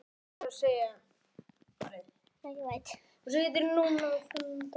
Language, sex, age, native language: Icelandic, male, 9, Icelandic